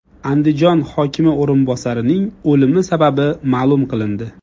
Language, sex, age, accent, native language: Uzbek, male, 25-34, Jizzax, Uzbek